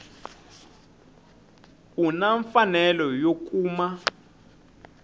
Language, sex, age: Tsonga, male, 25